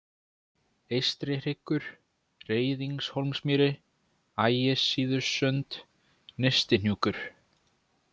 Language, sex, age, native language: Icelandic, male, 20-29, Icelandic